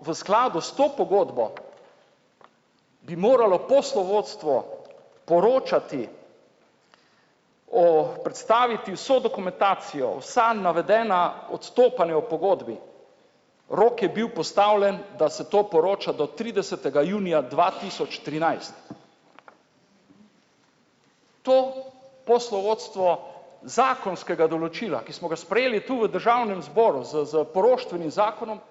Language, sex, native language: Slovenian, male, Slovenian